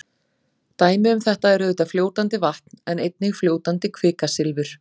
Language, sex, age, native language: Icelandic, female, 40-49, Icelandic